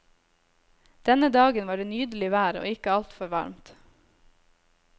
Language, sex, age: Norwegian, female, 26